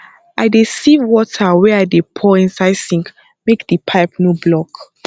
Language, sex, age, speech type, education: Nigerian Pidgin, female, 15-29, spontaneous, tertiary